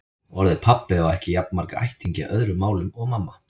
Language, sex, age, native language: Icelandic, male, 30-39, Icelandic